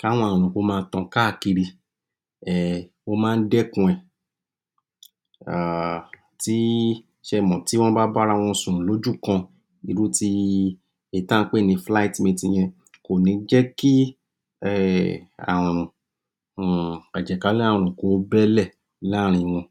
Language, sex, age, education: Yoruba, male, 46-60, tertiary